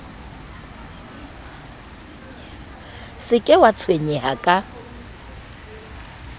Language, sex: Southern Sotho, female